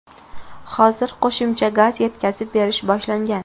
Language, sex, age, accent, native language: Uzbek, female, 18-24, Farg'ona, Uzbek